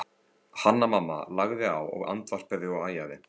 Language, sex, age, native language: Icelandic, male, 15, Icelandic